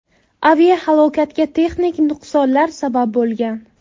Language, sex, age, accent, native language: Uzbek, female, 18-24, Buxoro, Uzbek